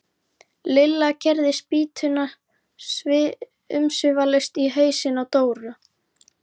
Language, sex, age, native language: Icelandic, female, 11, Icelandic